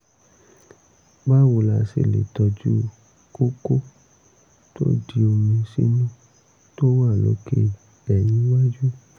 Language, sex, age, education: Yoruba, male, 30-45, tertiary